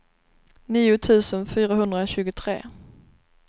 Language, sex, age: Swedish, female, 26